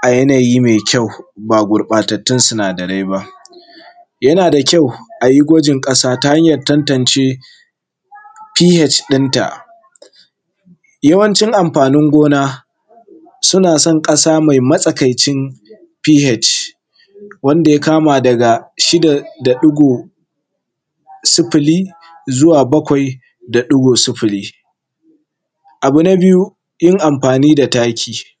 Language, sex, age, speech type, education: Hausa, male, 15-29, spontaneous, tertiary